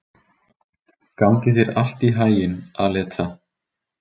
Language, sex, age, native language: Icelandic, male, 20-29, Icelandic